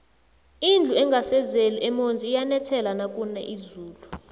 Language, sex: South Ndebele, female